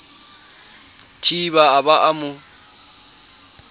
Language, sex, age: Southern Sotho, male, 30